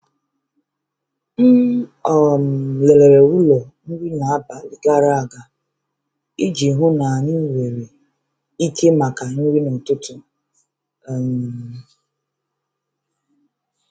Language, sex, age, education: Igbo, female, 15-29, tertiary